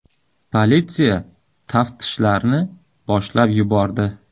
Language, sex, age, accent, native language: Uzbek, male, 35+, Samarqand, Uzbek